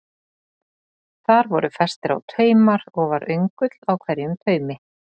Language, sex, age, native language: Icelandic, female, 40-49, Icelandic